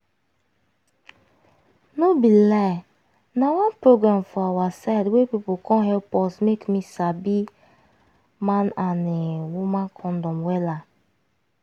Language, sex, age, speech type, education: Nigerian Pidgin, female, 15-29, spontaneous, tertiary